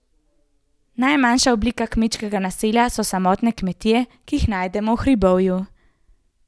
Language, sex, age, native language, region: Slovenian, female, 18-29, Slovenian, Central Slovenia